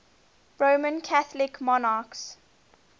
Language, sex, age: English, female, 20